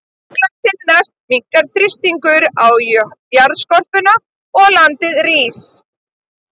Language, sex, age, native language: Icelandic, female, 30-39, Icelandic